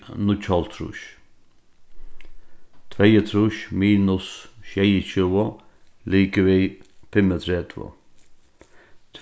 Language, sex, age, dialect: Faroese, male, 36-60, Norðurstreymoy/Eysturoy